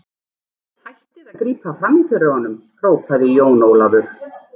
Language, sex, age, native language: Icelandic, female, 40-49, Icelandic